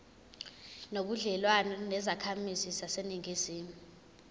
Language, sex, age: Zulu, female, 21